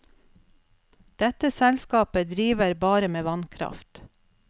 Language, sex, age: Norwegian, female, 47